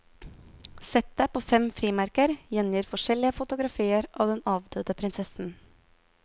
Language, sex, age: Norwegian, female, 22